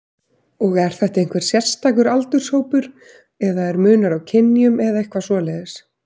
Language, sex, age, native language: Icelandic, female, 30-39, Icelandic